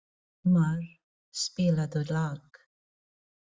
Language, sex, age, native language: Icelandic, female, 40-49, Filipino